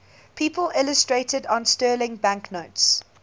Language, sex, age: English, female, 20